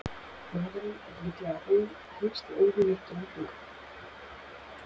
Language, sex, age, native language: Icelandic, female, 40-49, Icelandic